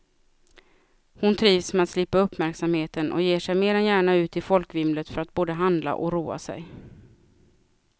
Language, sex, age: Swedish, female, 36